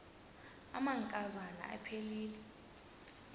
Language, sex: Xhosa, female